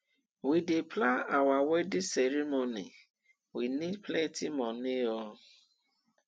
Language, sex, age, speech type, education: Nigerian Pidgin, female, 15-29, spontaneous, tertiary